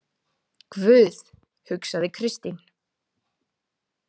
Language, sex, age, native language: Icelandic, female, 20-29, Icelandic